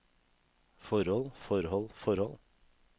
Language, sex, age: Norwegian, male, 32